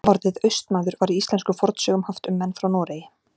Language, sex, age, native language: Icelandic, female, 40-49, Icelandic